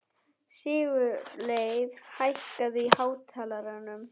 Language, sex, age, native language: Icelandic, female, 11, German